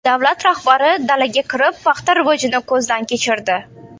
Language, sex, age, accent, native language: Uzbek, female, under 19, Navoiy, Uzbek